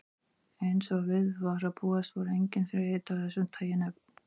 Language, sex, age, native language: Icelandic, female, 40-49, Icelandic